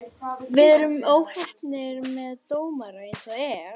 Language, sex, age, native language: Icelandic, female, 18-19, Icelandic